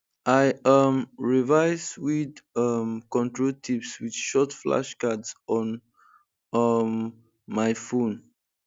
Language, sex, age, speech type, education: Nigerian Pidgin, male, 15-29, spontaneous, tertiary